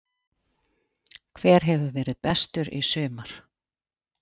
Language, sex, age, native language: Icelandic, female, 40-49, Icelandic